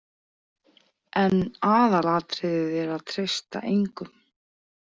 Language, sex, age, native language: Icelandic, female, 40-49, Icelandic